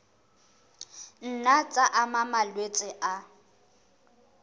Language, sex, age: Southern Sotho, female, 23